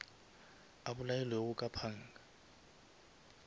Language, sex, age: Northern Sotho, male, 23